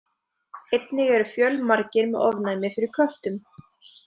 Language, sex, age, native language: Icelandic, female, 20-29, Icelandic